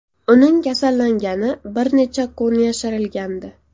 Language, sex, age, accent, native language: Uzbek, female, 18-24, Farg'ona, Uzbek